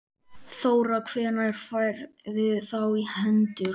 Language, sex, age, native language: Icelandic, male, 13, Icelandic